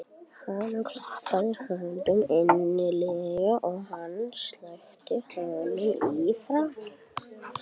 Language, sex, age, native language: Icelandic, male, 12, Icelandic